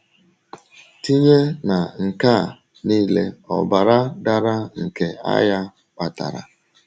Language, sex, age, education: Igbo, male, 30-45, tertiary